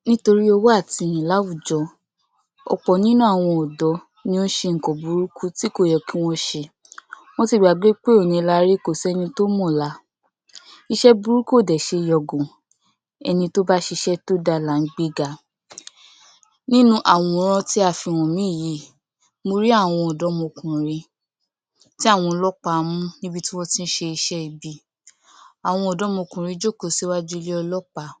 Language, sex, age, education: Yoruba, female, 46-60, tertiary